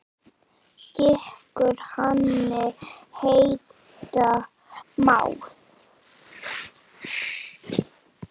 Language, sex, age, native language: Icelandic, female, 9, Icelandic